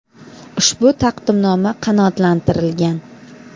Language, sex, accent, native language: Uzbek, female, Samarqand, Uzbek